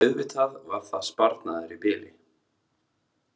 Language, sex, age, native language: Icelandic, male, 30-39, Icelandic